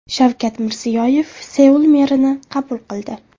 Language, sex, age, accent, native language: Uzbek, female, 18-24, Farg'ona, Uzbek